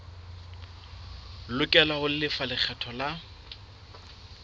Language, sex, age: Southern Sotho, male, 26